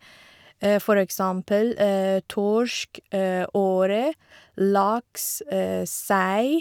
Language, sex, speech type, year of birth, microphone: Norwegian, female, spontaneous, 1985, Shure